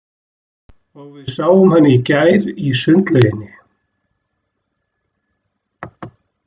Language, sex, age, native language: Icelandic, male, 60-69, Icelandic